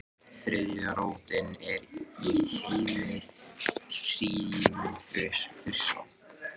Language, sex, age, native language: Icelandic, male, 18-19, Icelandic